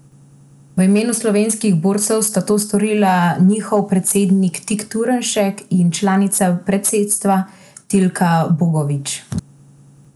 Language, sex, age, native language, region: Slovenian, female, 18-29, Slovenian, Central Slovenia